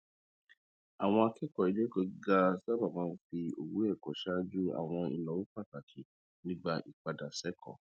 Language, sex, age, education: Yoruba, male, 30-45, tertiary